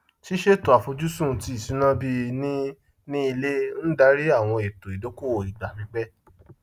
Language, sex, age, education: Yoruba, male, 30-45, tertiary